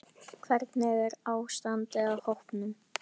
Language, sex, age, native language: Icelandic, female, 10, Icelandic